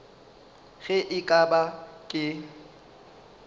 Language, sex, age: Northern Sotho, male, 35